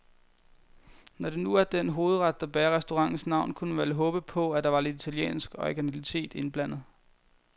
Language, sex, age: Danish, male, 21